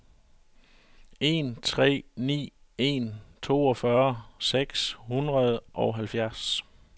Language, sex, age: Danish, male, 41